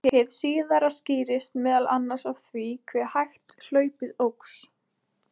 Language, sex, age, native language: Icelandic, female, 20-29, Icelandic